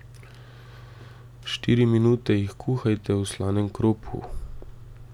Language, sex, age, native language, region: Slovenian, male, 18-29, Slovenian, Drava region